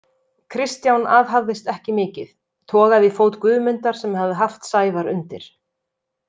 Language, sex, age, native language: Icelandic, female, 30-39, Icelandic